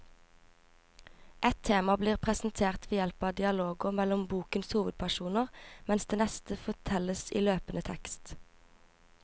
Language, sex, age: Norwegian, female, 24